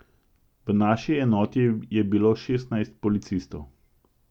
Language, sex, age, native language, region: Slovenian, male, 50-59, Slovenian, Central Slovenia